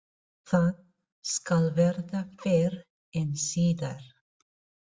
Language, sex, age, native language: Icelandic, female, 40-49, Filipino